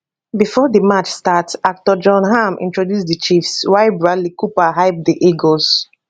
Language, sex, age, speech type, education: Nigerian Pidgin, female, 15-29, spontaneous, tertiary